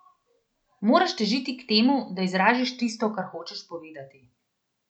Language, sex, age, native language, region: Slovenian, female, 30-49, Slovenian, Central Slovenia